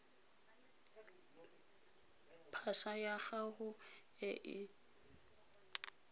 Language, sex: Tswana, female